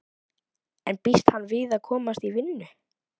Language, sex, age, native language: Icelandic, female, 12, Icelandic